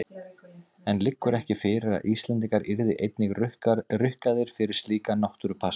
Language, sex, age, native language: Icelandic, male, 30-39, Icelandic